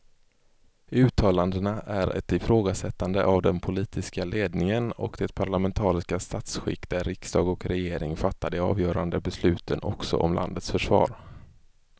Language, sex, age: Swedish, male, 24